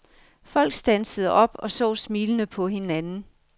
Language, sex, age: Danish, female, 55